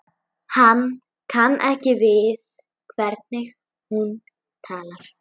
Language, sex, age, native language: Icelandic, female, 11, Icelandic